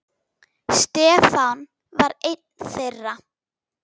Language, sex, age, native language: Icelandic, female, 10, Icelandic